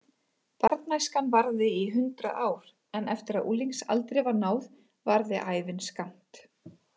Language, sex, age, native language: Icelandic, female, 30-39, Icelandic